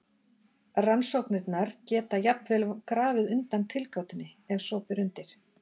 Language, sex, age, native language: Icelandic, female, 40-49, Icelandic